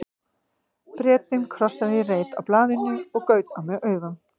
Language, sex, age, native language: Icelandic, female, 50-59, Icelandic